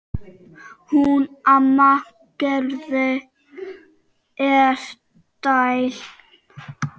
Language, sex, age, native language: Icelandic, male, 5, Czech